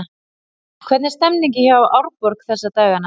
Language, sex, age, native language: Icelandic, female, 30-39, Icelandic